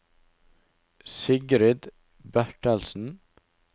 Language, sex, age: Norwegian, male, 19